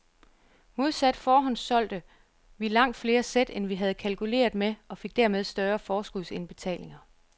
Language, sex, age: Danish, female, 34